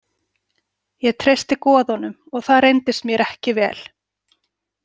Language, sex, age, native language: Icelandic, female, 40-49, Icelandic